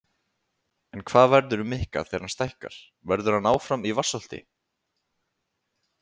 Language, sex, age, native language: Icelandic, male, 20-29, Icelandic